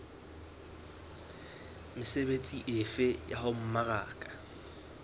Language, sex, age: Southern Sotho, male, 20